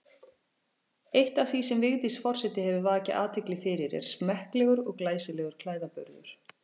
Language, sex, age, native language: Icelandic, female, 40-49, Icelandic